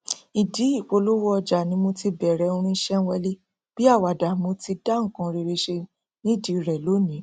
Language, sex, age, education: Yoruba, female, 30-45, tertiary